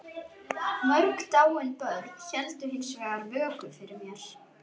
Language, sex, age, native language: Icelandic, female, 11, Icelandic